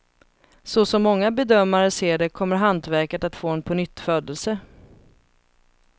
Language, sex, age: Swedish, female, 31